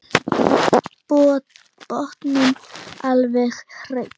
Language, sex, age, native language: Icelandic, female, 9, Icelandic